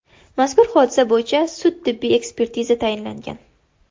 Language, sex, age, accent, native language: Uzbek, female, 18-24, Farg'ona, Uzbek